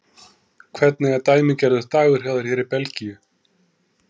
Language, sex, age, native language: Icelandic, male, 30-39, Icelandic